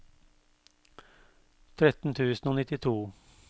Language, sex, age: Norwegian, male, 52